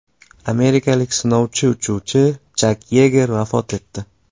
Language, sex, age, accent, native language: Uzbek, male, 18-24, Qashqadaryo, Uzbek